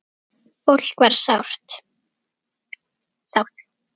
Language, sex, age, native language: Icelandic, female, 8, Icelandic